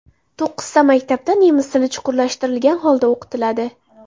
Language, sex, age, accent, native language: Uzbek, female, 18-24, Xorazm, Uzbek